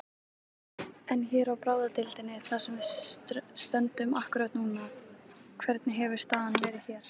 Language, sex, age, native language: Icelandic, female, 18-19, Icelandic